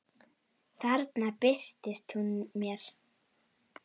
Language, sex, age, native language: Icelandic, female, 9, Icelandic